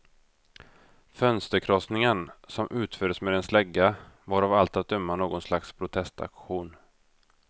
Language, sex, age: Swedish, male, 32